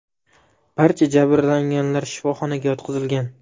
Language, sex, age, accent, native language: Uzbek, male, 18-24, Jizzax, Uzbek